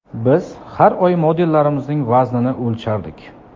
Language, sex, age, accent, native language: Uzbek, male, 25-34, Samarqand, Uzbek